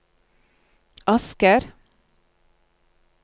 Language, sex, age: Norwegian, female, 35